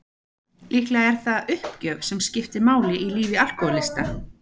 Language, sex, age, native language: Icelandic, female, 14, Icelandic